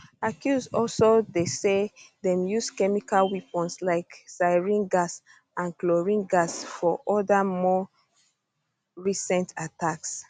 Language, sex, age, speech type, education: Nigerian Pidgin, female, 15-29, spontaneous, tertiary